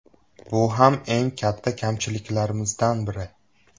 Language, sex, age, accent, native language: Uzbek, male, 18-24, Buxoro, Uzbek